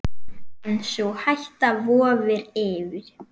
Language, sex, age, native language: Icelandic, male, 8, Icelandic